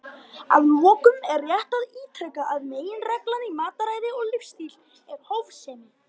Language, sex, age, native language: Icelandic, female, 50-59, Icelandic